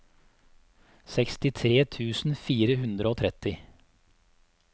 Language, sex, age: Norwegian, male, 34